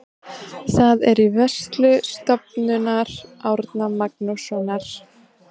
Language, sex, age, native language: Icelandic, female, 20-29, Icelandic